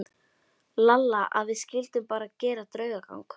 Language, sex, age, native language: Icelandic, female, 12, Icelandic